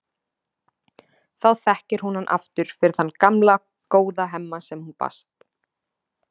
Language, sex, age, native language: Icelandic, female, 20-29, Icelandic